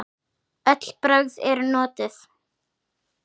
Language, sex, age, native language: Icelandic, female, 9, Icelandic